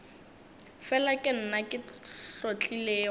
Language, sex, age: Northern Sotho, female, 19